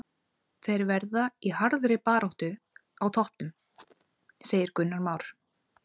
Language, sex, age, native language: Icelandic, female, 30-39, Icelandic